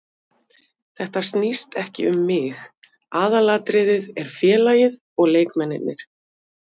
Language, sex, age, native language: Icelandic, female, 50-59, Icelandic